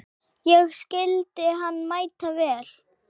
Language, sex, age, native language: Icelandic, female, 8, Icelandic